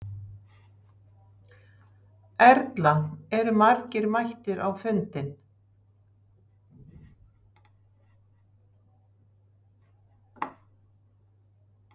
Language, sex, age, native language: Icelandic, female, 60-69, Icelandic